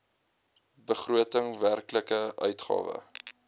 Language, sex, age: Afrikaans, male, 22